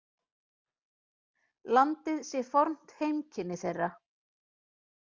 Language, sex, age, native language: Icelandic, female, 40-49, Icelandic